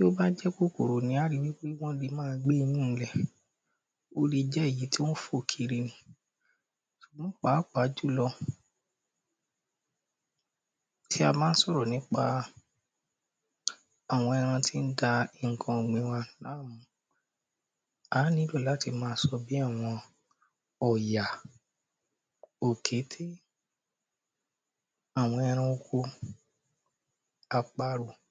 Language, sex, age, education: Yoruba, male, 30-45, primary